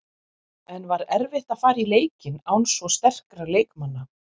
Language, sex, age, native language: Icelandic, female, 50-59, Icelandic